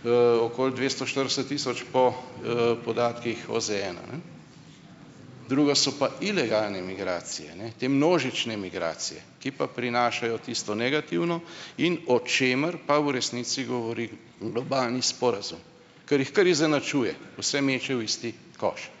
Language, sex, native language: Slovenian, male, Slovenian